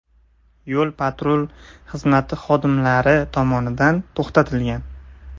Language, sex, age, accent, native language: Uzbek, male, 18-24, Toshkent viloyati, Uzbek